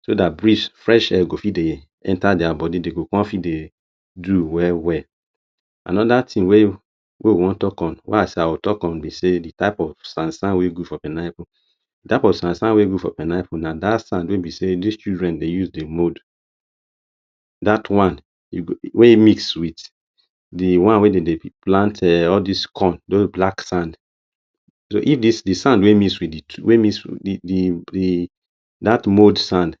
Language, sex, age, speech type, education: Nigerian Pidgin, male, 30-45, spontaneous, tertiary